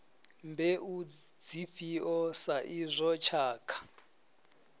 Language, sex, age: Venda, male, 34